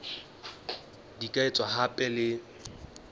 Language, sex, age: Southern Sotho, male, 20